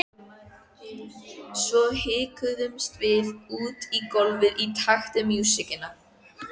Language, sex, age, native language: Icelandic, female, 14, Icelandic